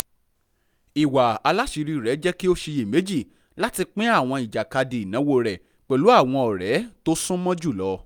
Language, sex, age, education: Yoruba, male, 15-29, tertiary